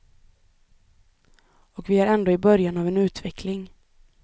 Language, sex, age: Swedish, female, 25